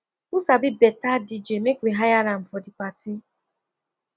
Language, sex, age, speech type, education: Nigerian Pidgin, female, 15-29, spontaneous, tertiary